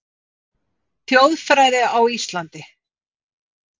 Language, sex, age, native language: Icelandic, female, 50-59, Icelandic